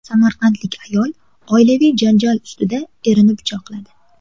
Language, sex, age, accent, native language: Uzbek, female, 18-24, Qashqadaryo, Uzbek